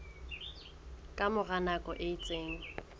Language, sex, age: Southern Sotho, female, 20